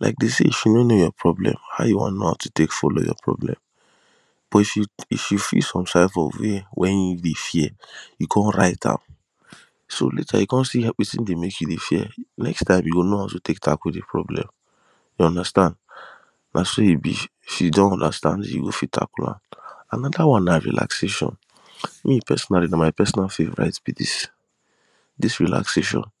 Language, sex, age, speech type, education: Nigerian Pidgin, male, 15-29, spontaneous, tertiary